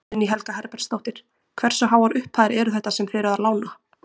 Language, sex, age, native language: Icelandic, female, 20-29, Icelandic